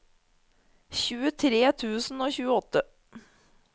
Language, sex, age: Norwegian, female, 30